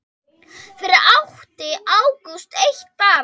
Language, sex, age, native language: Icelandic, female, 10, Icelandic